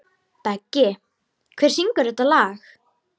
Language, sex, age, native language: Icelandic, female, 12, Icelandic